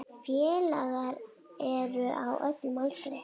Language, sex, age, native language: Icelandic, female, 7, Icelandic